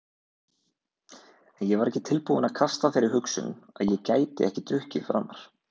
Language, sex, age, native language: Icelandic, male, 20-29, Icelandic